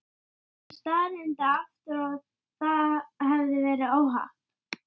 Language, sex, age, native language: Icelandic, male, 9, Icelandic